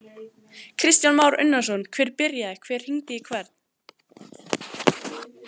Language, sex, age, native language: Icelandic, other, 14, Icelandic